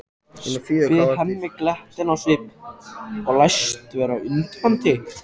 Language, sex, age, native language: Icelandic, male, 14, Icelandic